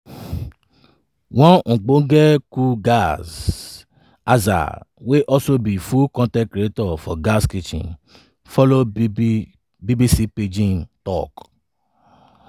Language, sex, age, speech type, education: Nigerian Pidgin, male, 30-45, spontaneous, tertiary